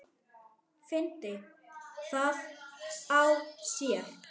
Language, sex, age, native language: Icelandic, male, 9, Icelandic